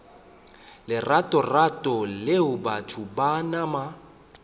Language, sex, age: Northern Sotho, male, 25